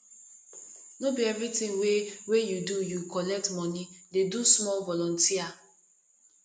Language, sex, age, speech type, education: Nigerian Pidgin, female, 15-29, spontaneous, tertiary